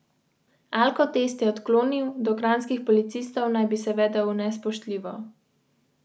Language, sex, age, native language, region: Slovenian, female, 18-29, Slovenian, Central Slovenia